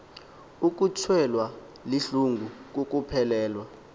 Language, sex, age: Xhosa, male, 19